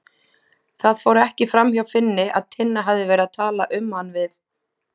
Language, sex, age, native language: Icelandic, female, 20-29, Icelandic